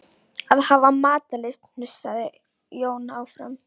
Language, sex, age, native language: Icelandic, female, 11, Icelandic